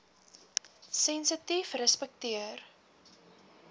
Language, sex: Afrikaans, female